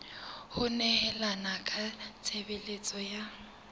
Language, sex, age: Southern Sotho, female, 19